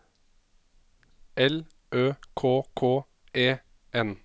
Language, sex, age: Norwegian, male, 27